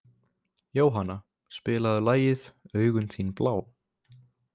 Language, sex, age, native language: Icelandic, male, 20-29, Icelandic